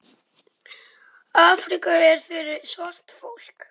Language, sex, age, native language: Icelandic, male, 10, Icelandic